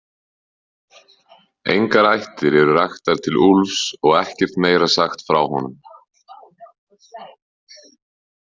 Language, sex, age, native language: Icelandic, male, 30-39, Icelandic